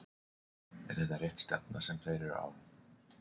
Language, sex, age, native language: Icelandic, male, 40-49, Icelandic